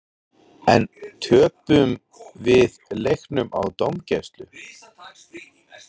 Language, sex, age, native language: Icelandic, male, 30-39, Icelandic